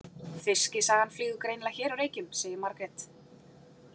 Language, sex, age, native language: Icelandic, female, 40-49, Icelandic